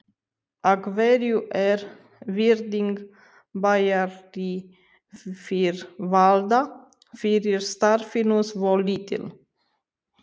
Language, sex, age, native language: Icelandic, female, 30-39, Romanian